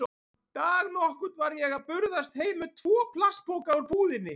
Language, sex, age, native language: Icelandic, male, 40-49, Icelandic